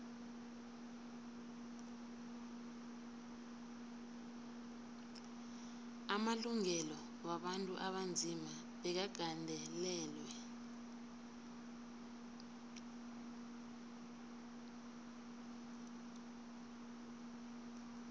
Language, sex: South Ndebele, female